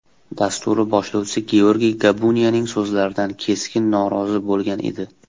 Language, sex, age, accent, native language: Uzbek, male, 19-29, Toshkent shahri, Uzbek